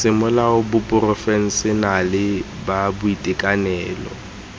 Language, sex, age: Tswana, male, 18